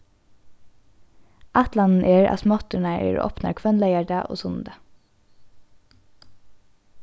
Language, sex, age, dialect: Faroese, female, 15-35, Norðurstreymoy/Eysturoy